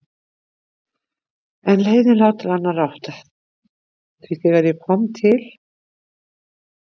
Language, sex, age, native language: Icelandic, female, 60-69, Icelandic